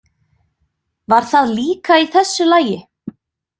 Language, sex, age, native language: Icelandic, female, 20-29, Icelandic